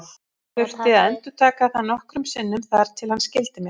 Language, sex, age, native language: Icelandic, female, 50-59, Icelandic